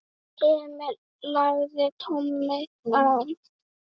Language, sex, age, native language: Icelandic, female, 8, Icelandic